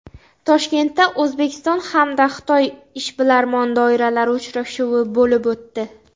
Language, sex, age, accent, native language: Uzbek, female, under 19, Xorazm, Uzbek